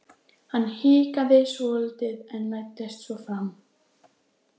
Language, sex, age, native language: Icelandic, female, 14, Icelandic